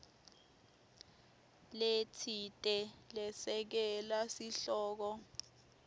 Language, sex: Swati, female